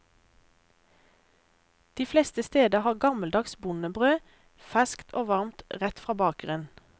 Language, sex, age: Norwegian, female, 32